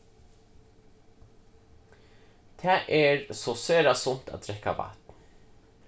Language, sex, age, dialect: Faroese, male, 15-35, Suðurstreymoy